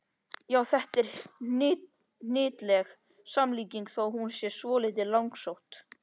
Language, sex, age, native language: Icelandic, male, 13, Icelandic